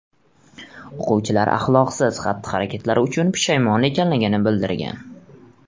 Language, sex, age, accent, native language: Uzbek, male, 18-24, Surxondaryo, Uzbek